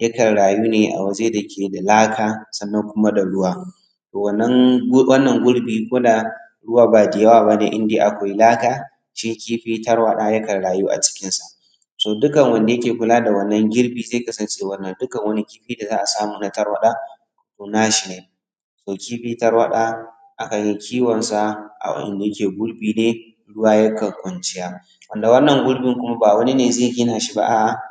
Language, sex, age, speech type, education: Hausa, male, 15-29, spontaneous, tertiary